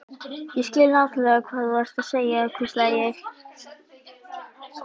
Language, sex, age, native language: Icelandic, female, 11, Icelandic